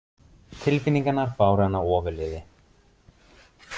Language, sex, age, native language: Icelandic, male, 20-29, Icelandic